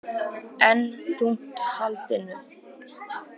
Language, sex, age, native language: Icelandic, male, 18-19, Icelandic